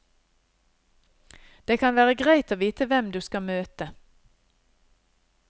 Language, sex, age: Norwegian, female, 50